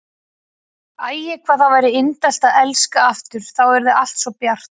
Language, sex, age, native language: Icelandic, female, 40-49, Icelandic